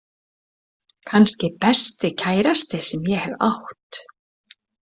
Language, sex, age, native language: Icelandic, female, 60-69, Icelandic